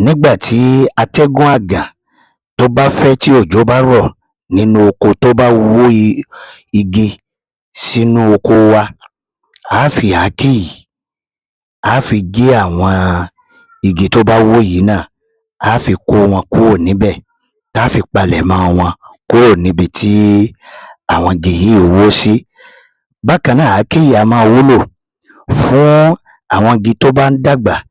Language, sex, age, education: Yoruba, male, 30-45, tertiary